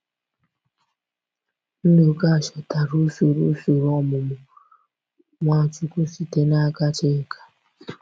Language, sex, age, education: Igbo, female, 15-29, tertiary